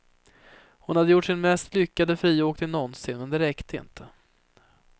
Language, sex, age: Swedish, female, 30